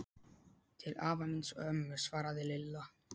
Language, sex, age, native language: Icelandic, male, 12, Polish